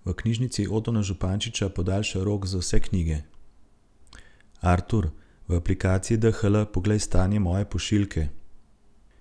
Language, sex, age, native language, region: Slovenian, male, 30-49, Slovenian, Central Slovenia